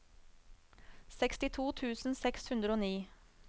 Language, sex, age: Norwegian, female, 35